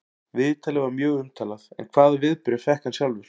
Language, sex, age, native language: Icelandic, male, 40-49, Icelandic